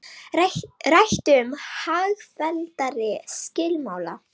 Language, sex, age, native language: Icelandic, female, 18-19, Icelandic